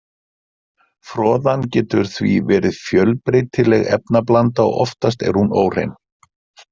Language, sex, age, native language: Icelandic, male, 50-59, Icelandic